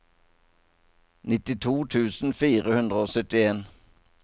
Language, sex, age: Norwegian, male, 57